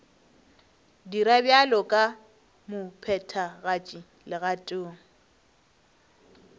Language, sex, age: Northern Sotho, female, 23